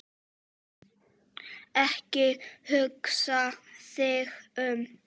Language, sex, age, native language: Icelandic, male, 7, Czech